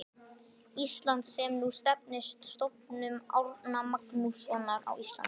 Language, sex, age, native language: Icelandic, male, 11, Icelandic